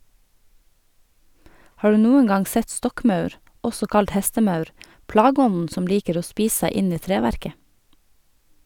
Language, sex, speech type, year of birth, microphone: Norwegian, female, read, 1989, Sennheiser